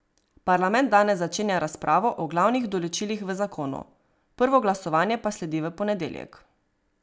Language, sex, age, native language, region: Slovenian, female, 18-29, Slovenian, Savinja region